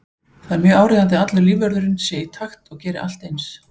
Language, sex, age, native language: Icelandic, female, 40-49, Icelandic